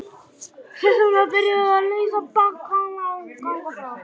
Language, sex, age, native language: Icelandic, male, 11, Icelandic